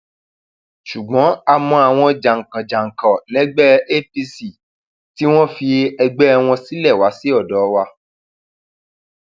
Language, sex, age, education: Yoruba, male, 30-45, tertiary